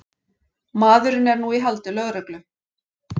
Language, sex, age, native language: Icelandic, female, 40-49, Icelandic